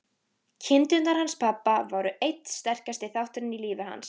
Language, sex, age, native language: Icelandic, female, 13, Icelandic